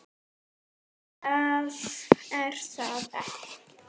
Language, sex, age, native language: Icelandic, female, 9, Icelandic